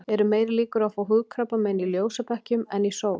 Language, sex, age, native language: Icelandic, female, 40-49, Icelandic